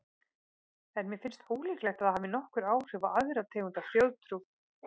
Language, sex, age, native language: Icelandic, female, 30-39, Icelandic